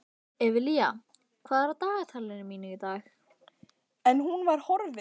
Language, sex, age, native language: Icelandic, female, 15, Icelandic